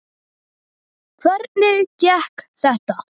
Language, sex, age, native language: Icelandic, male, 10, Icelandic